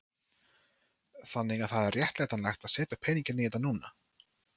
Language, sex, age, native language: Icelandic, male, 30-39, Icelandic